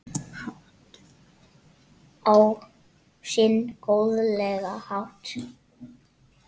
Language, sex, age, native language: Icelandic, female, 7, Icelandic